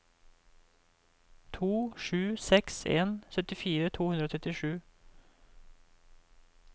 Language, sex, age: Norwegian, male, 28